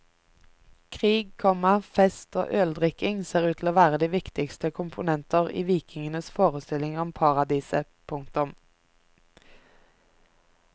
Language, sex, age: Norwegian, female, 24